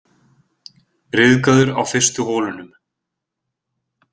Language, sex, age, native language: Icelandic, male, 20-29, Icelandic